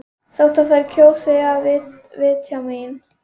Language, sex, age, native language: Icelandic, female, 11, Icelandic